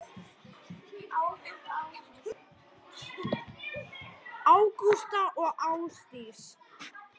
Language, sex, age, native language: Icelandic, male, 10, Icelandic